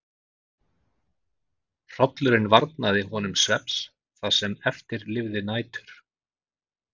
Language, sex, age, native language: Icelandic, male, 40-49, Icelandic